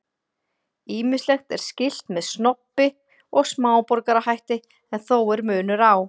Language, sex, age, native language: Icelandic, female, 40-49, Icelandic